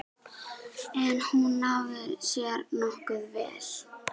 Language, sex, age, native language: Icelandic, female, 12, Icelandic